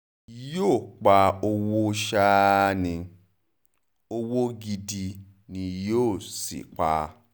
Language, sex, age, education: Yoruba, male, 30-45, tertiary